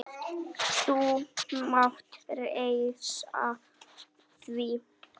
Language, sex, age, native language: Icelandic, female, 6, Icelandic